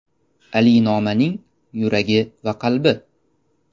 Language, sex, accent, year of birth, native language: Uzbek, male, Toshkent shahri, 2002, Uzbek